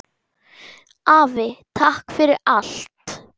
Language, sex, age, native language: Icelandic, male, 10, Icelandic